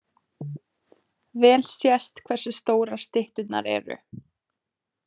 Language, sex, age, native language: Icelandic, female, 20-29, Icelandic